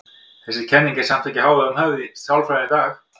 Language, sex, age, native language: Icelandic, male, 50-59, Icelandic